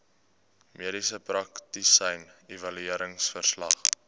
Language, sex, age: Afrikaans, male, 18